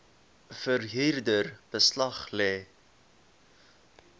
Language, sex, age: Afrikaans, male, 18